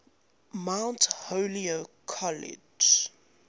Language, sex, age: English, female, 19